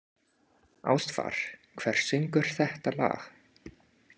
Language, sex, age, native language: Icelandic, male, 30-39, English